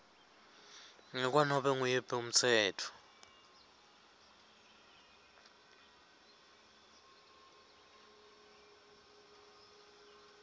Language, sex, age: Swati, male, 21